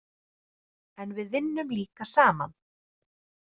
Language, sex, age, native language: Icelandic, female, 30-39, Icelandic